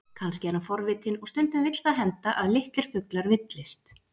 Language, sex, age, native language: Icelandic, female, 40-49, Icelandic